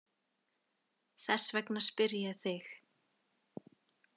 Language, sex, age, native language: Icelandic, female, 20-29, Icelandic